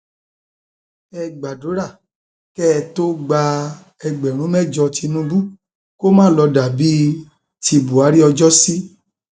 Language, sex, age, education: Yoruba, male, 30-45, tertiary